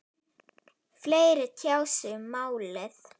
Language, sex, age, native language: Icelandic, female, 9, Icelandic